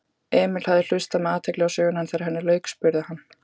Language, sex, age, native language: Icelandic, female, 18-19, Icelandic